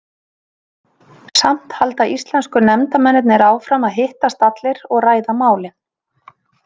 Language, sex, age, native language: Icelandic, female, 30-39, Icelandic